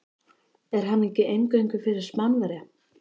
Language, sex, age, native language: Icelandic, female, 13, Icelandic